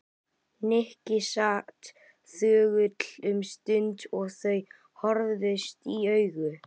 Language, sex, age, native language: Icelandic, male, 11, Icelandic